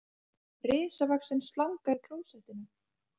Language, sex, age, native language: Icelandic, female, 30-39, Icelandic